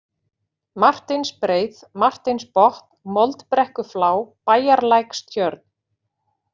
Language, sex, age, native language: Icelandic, female, 40-49, Icelandic